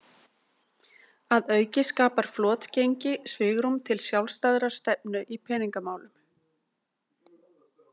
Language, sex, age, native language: Icelandic, female, 40-49, Icelandic